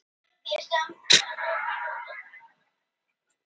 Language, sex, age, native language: Icelandic, female, 18-19, Icelandic